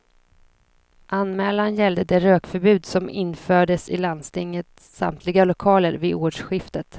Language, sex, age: Swedish, female, 26